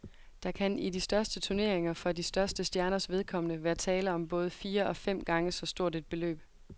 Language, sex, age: Danish, female, 22